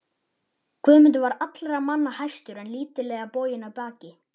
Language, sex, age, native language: Icelandic, male, 11, Icelandic